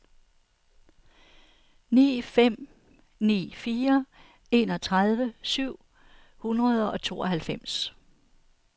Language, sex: Danish, female